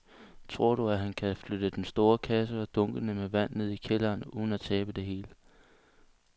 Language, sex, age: Danish, male, 22